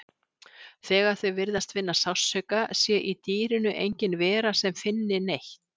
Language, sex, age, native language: Icelandic, female, 60-69, Icelandic